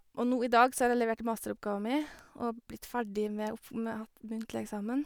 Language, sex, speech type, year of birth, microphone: Norwegian, female, spontaneous, 1986, Sennheiser